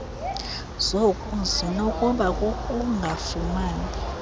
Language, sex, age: Xhosa, female, 22